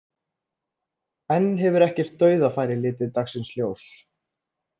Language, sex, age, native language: Icelandic, male, 30-39, Icelandic